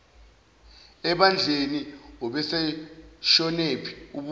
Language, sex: Zulu, male